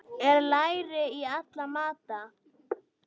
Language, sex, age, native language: Icelandic, female, 9, Icelandic